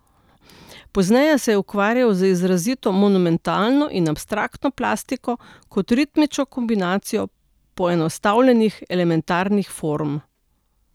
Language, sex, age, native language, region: Slovenian, female, 60+, Slovenian, Central Slovenia